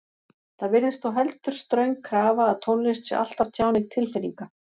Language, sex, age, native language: Icelandic, female, 40-49, Icelandic